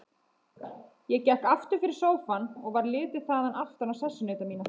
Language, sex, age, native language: Icelandic, female, 20-29, Icelandic